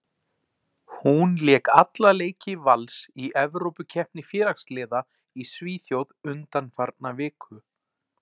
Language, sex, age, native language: Icelandic, male, 40-49, Icelandic